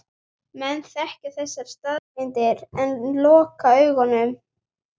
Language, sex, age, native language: Icelandic, female, 11, Icelandic